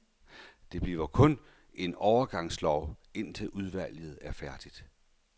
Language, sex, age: Danish, male, 51